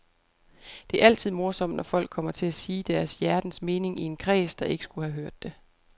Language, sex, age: Danish, female, 28